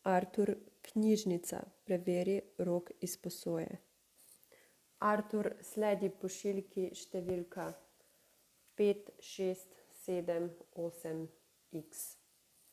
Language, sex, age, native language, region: Slovenian, female, 30-49, Slovenian, Savinja region